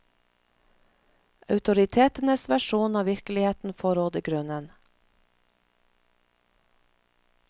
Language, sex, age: Norwegian, female, 46